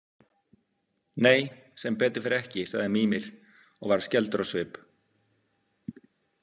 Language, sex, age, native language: Icelandic, male, 50-59, Icelandic